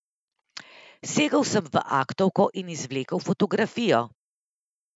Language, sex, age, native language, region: Slovenian, female, 30-49, Slovenian, Central Slovenia